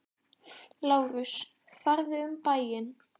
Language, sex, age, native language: Icelandic, male, 10, Icelandic